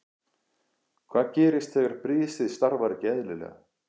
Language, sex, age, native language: Icelandic, male, 40-49, Icelandic